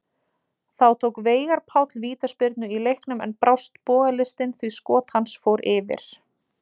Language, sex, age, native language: Icelandic, female, 20-29, Icelandic